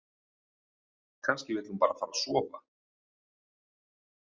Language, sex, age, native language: Icelandic, male, 40-49, Icelandic